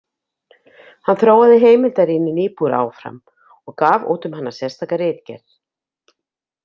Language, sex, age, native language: Icelandic, female, 50-59, Icelandic